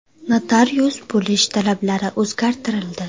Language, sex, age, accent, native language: Uzbek, female, 19-29, Namangan, Uzbek